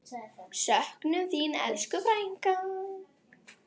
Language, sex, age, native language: Icelandic, female, 10, Icelandic